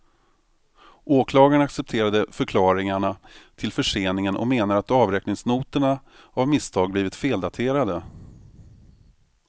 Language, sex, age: Swedish, male, 45